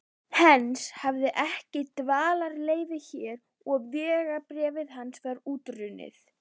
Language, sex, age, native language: Icelandic, female, 12, Icelandic